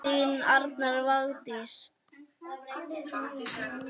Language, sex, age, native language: Icelandic, female, 9, Icelandic